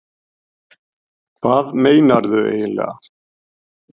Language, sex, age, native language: Icelandic, male, 40-49, Icelandic